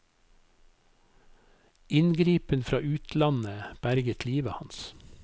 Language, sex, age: Norwegian, male, 55